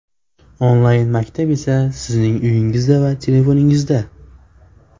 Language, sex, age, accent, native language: Uzbek, male, 18-24, Farg'ona, Uzbek